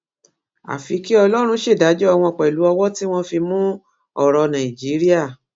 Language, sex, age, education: Yoruba, female, 46-60, tertiary